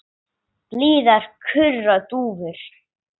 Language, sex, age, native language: Icelandic, male, 9, English